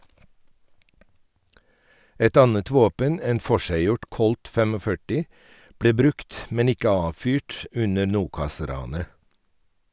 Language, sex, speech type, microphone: Norwegian, male, read, Sennheiser